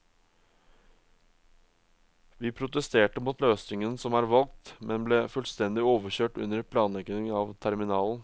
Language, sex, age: Norwegian, male, 22